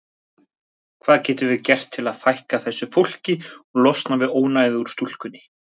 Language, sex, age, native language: Icelandic, male, 20-29, Icelandic